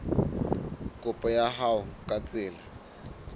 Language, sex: Southern Sotho, male